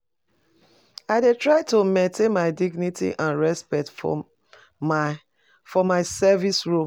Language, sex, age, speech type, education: Nigerian Pidgin, female, 30-45, spontaneous, tertiary